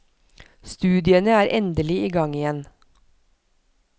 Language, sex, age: Norwegian, female, 43